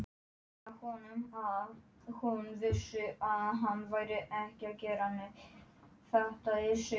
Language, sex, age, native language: Icelandic, male, 11, Polish